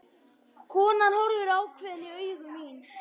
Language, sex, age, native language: Icelandic, male, 11, Icelandic